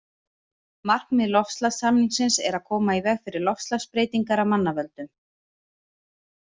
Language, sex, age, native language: Icelandic, female, 30-39, Icelandic